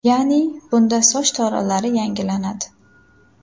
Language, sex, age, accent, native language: Uzbek, female, 18-24, Samarqand, Uzbek